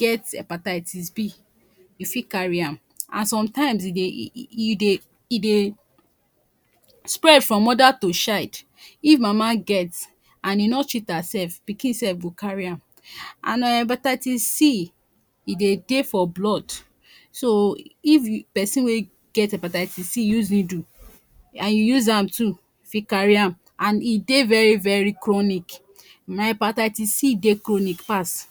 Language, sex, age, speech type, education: Nigerian Pidgin, female, 15-29, spontaneous, tertiary